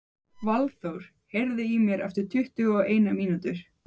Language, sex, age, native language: Icelandic, female, 15, Icelandic